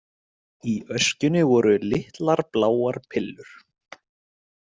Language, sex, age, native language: Icelandic, male, 20-29, Icelandic